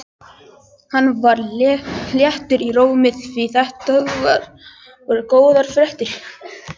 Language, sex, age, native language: Icelandic, male, 11, Icelandic